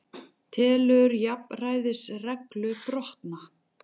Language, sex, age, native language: Icelandic, female, 40-49, Icelandic